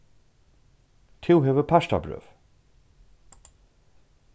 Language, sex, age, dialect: Faroese, male, 36-60, Norðurstreymoy/Eysturoy